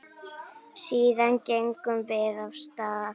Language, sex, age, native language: Icelandic, female, 10, Icelandic